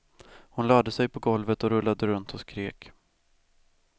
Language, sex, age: Swedish, male, 18